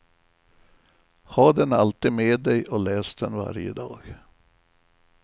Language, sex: Swedish, male